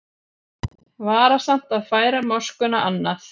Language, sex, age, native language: Icelandic, female, 40-49, Icelandic